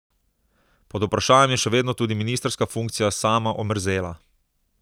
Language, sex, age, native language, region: Slovenian, male, 30-49, Slovenian, Southeast Slovenia